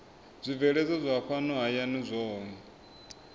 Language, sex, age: Venda, male, 24